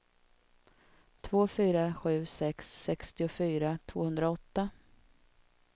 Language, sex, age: Swedish, female, 32